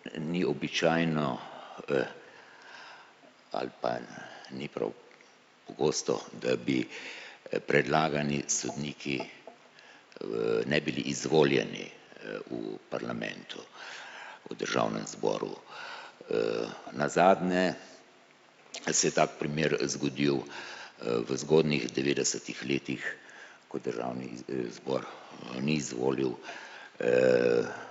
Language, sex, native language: Slovenian, male, Slovenian